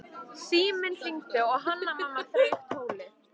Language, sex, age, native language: Icelandic, female, 13, Icelandic